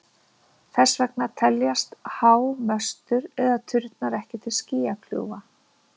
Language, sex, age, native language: Icelandic, female, 50-59, Icelandic